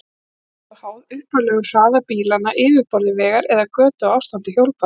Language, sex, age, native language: Icelandic, female, 40-49, Icelandic